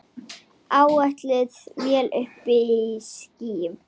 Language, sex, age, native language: Icelandic, female, 8, Icelandic